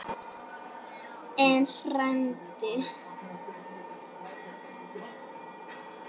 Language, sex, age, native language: Icelandic, female, 9, Icelandic